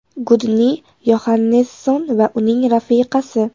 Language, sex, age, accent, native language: Uzbek, female, 18-24, Namangan, Uzbek